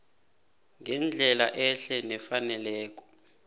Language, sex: South Ndebele, male